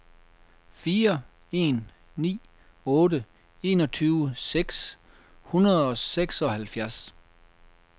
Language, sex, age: Danish, male, 33